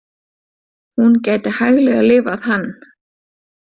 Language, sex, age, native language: Icelandic, female, 40-49, Icelandic